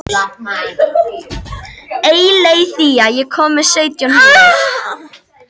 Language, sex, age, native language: Icelandic, female, 12, Icelandic